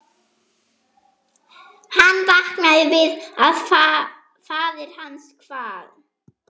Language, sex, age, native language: Icelandic, female, 11, German